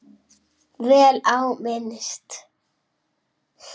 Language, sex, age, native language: Icelandic, male, 6, Icelandic